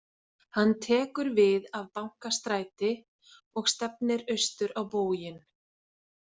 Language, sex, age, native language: Icelandic, female, 40-49, Icelandic